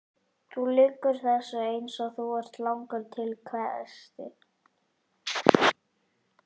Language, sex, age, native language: Icelandic, male, 11, Icelandic